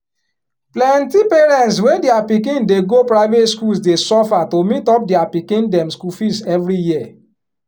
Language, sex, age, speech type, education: Nigerian Pidgin, male, 15-29, spontaneous, tertiary